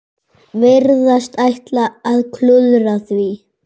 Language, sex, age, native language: Icelandic, male, 8, Icelandic